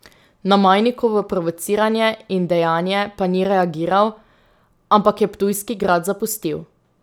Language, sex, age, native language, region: Slovenian, female, 18-29, Slovenian, Drava region